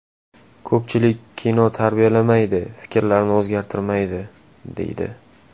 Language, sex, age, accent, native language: Uzbek, male, 18-24, Toshkent shahri, Uzbek